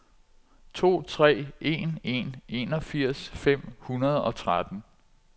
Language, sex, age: Danish, male, 46